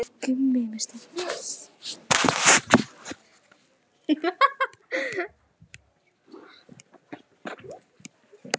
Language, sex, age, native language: Icelandic, female, 11, Icelandic